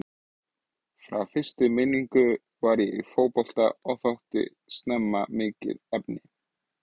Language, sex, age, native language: Icelandic, male, 20-29, Icelandic